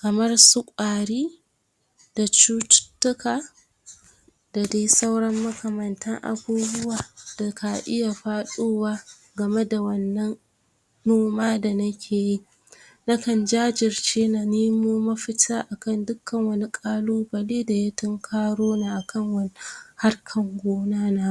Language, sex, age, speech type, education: Hausa, female, 46-60, spontaneous, tertiary